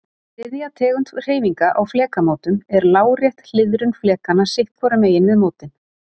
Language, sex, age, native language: Icelandic, female, 30-39, Icelandic